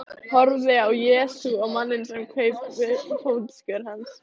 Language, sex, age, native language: Icelandic, female, 13, Icelandic